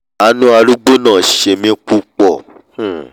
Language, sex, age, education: Yoruba, male, 30-45, tertiary